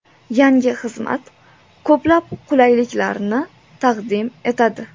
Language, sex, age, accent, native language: Uzbek, female, 18-24, Toshkent viloyati, Uzbek